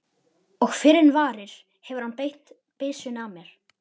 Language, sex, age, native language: Icelandic, male, 11, Icelandic